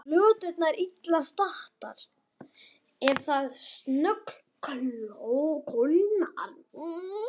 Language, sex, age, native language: Icelandic, male, 12, Icelandic